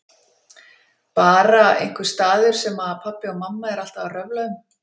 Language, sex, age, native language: Icelandic, female, 50-59, Icelandic